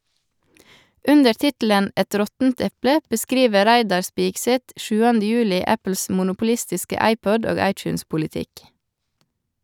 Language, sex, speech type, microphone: Norwegian, female, read, Shure